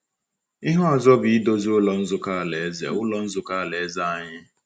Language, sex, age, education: Igbo, male, 15-29, tertiary